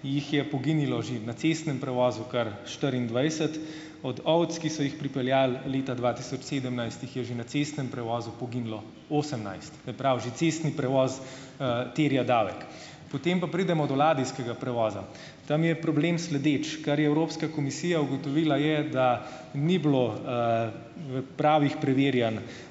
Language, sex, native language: Slovenian, male, Slovenian